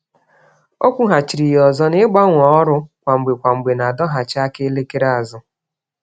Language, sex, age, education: Igbo, female, 30-45, tertiary